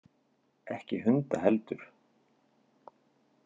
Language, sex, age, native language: Icelandic, male, 40-49, Icelandic